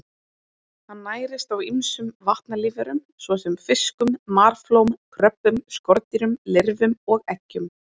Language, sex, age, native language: Icelandic, female, 20-29, Icelandic